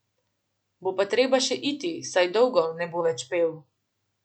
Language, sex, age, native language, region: Slovenian, female, 18-29, Slovenian, Central Slovenia